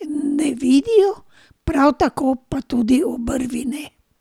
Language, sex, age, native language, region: Slovenian, female, 60+, Slovenian, Drava region